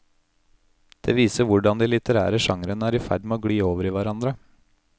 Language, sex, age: Norwegian, male, 31